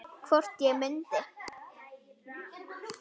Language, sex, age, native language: Icelandic, female, 9, Icelandic